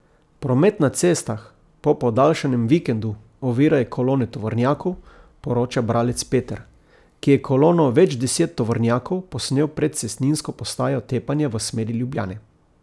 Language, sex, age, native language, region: Slovenian, male, 50-59, Slovenian, Coastal Karst region